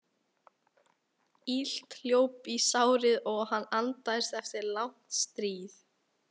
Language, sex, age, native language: Icelandic, female, 18-19, Icelandic